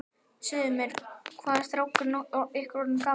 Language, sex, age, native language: Icelandic, male, 12, Japanese